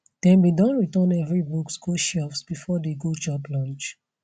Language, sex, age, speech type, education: Nigerian Pidgin, female, 15-29, spontaneous, tertiary